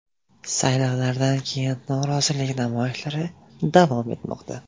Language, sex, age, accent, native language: Uzbek, male, 18-24, Jizzax, Uzbek